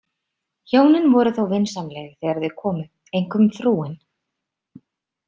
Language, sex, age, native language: Icelandic, female, 30-39, Icelandic